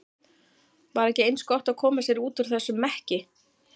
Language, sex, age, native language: Icelandic, female, 40-49, Icelandic